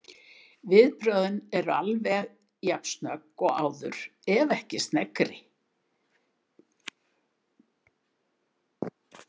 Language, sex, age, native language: Icelandic, female, 70-79, Icelandic